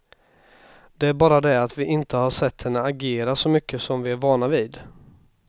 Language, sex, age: Swedish, male, 26